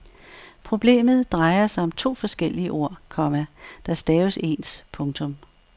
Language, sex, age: Danish, female, 64